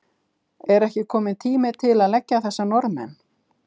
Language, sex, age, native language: Icelandic, female, 50-59, Icelandic